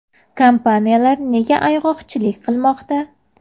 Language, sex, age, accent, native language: Uzbek, female, 19-29, Samarqand, Uzbek